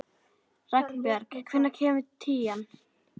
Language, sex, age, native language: Icelandic, female, 30-39, Icelandic